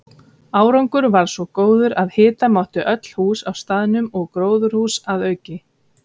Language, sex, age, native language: Icelandic, female, 30-39, Icelandic